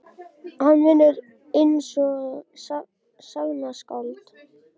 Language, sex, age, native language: Icelandic, male, 18-19, Icelandic